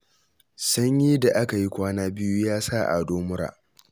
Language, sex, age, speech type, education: Hausa, male, 15-29, read, tertiary